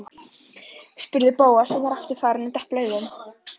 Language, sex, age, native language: Icelandic, female, 11, Icelandic